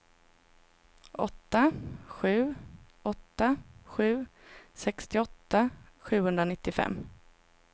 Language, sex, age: Swedish, female, 26